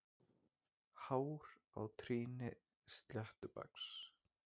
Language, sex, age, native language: Icelandic, male, 20-29, Icelandic